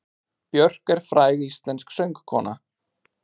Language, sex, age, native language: Icelandic, male, 30-39, Icelandic